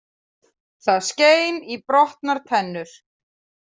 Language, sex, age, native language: Icelandic, female, 30-39, Icelandic